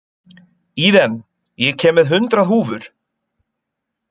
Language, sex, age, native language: Icelandic, male, 20-29, Icelandic